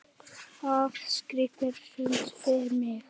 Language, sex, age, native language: Icelandic, male, 8, Icelandic